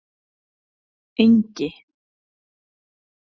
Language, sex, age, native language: Icelandic, female, 30-39, Icelandic